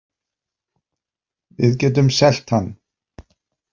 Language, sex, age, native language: Icelandic, male, 50-59, Polish